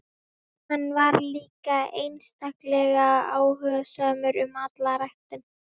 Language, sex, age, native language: Icelandic, female, 12, Icelandic